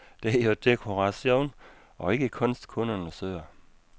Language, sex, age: Danish, male, 56